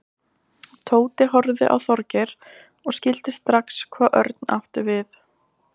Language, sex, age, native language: Icelandic, female, 20-29, Icelandic